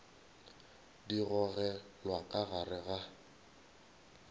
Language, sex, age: Northern Sotho, male, 22